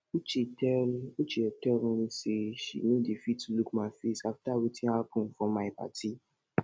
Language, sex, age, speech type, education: Nigerian Pidgin, male, 46-60, spontaneous, tertiary